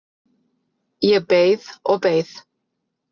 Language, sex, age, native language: Icelandic, female, 50-59, Icelandic